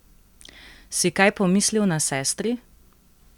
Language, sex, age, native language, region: Slovenian, female, 18-29, Slovenian, Central Slovenia